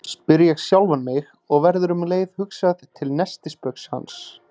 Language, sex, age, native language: Icelandic, male, 30-39, Icelandic